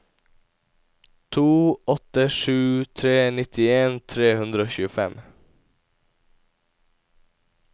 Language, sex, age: Norwegian, male, 17